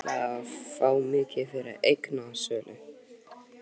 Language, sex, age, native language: Icelandic, male, 12, Icelandic